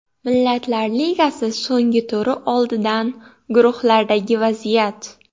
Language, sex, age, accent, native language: Uzbek, female, 18-24, Xorazm, Uzbek